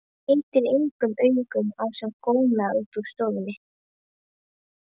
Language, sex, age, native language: Icelandic, female, 11, Icelandic